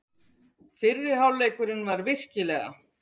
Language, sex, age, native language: Icelandic, female, 50-59, Icelandic